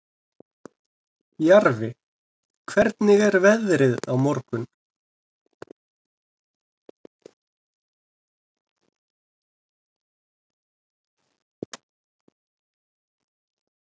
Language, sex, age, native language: Icelandic, male, 30-39, Icelandic